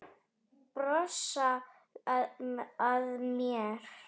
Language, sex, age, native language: Icelandic, female, 10, Icelandic